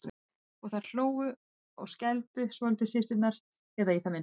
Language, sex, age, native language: Icelandic, female, 30-39, Icelandic